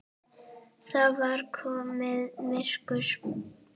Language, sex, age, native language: Icelandic, female, 9, Icelandic